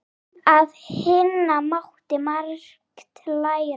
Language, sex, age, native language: Icelandic, female, 8, Icelandic